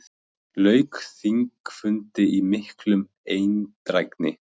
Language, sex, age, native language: Icelandic, male, 20-29, Icelandic